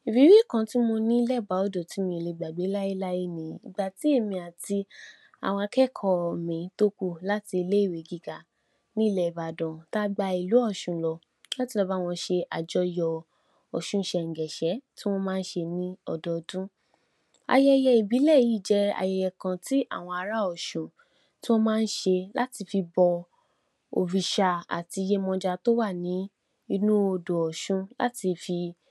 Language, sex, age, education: Yoruba, female, 46-60, tertiary